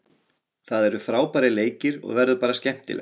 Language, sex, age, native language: Icelandic, male, 40-49, Icelandic